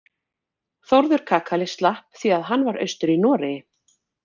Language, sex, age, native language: Icelandic, female, 40-49, Icelandic